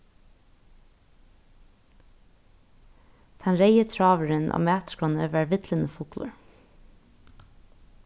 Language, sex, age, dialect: Faroese, female, 15-35, Norðurstreymoy/Eysturoy